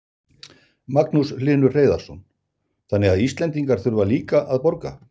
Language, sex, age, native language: Icelandic, male, 60-69, Icelandic